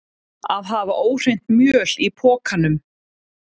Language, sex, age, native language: Icelandic, female, 30-39, Icelandic